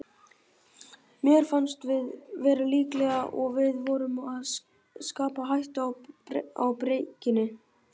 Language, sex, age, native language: Icelandic, female, 50-59, Icelandic